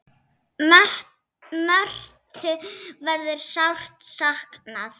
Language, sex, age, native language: Icelandic, female, 6, Icelandic